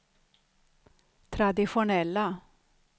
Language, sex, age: Swedish, female, 63